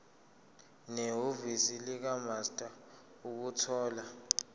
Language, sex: Zulu, male